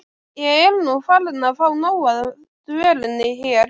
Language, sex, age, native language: Icelandic, female, 12, Icelandic